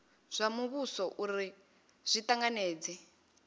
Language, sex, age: Venda, female, 28